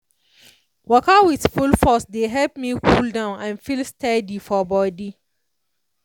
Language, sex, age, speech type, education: Nigerian Pidgin, female, 30-45, spontaneous, tertiary